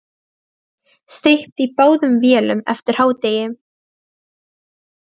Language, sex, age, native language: Icelandic, female, 12, Serbo-Croatian